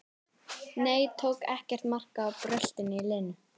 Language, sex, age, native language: Icelandic, female, 11, Icelandic